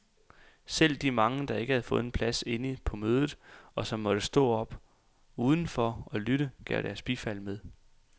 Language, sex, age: Danish, male, 28